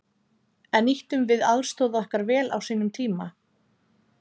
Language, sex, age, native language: Icelandic, female, 30-39, Icelandic